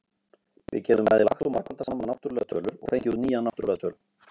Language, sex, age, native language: Icelandic, male, 50-59, Icelandic